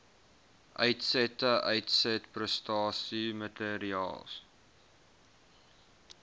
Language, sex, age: Afrikaans, male, 21